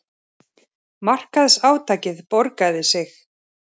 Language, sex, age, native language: Icelandic, male, 30-39, Icelandic